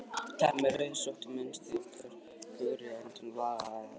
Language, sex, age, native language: Icelandic, male, 18-19, Icelandic